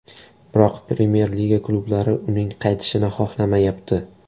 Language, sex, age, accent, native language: Uzbek, male, 18-24, Toshkent shahri, Uzbek